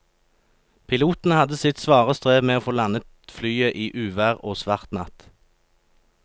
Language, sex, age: Norwegian, male, 36